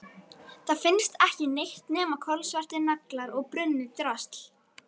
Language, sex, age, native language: Icelandic, female, 12, Icelandic